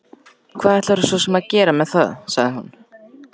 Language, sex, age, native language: Icelandic, male, 14, Icelandic